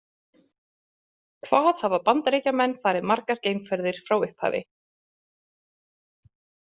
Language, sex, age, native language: Icelandic, female, 30-39, Icelandic